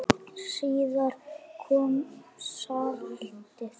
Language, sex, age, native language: Icelandic, female, 8, Icelandic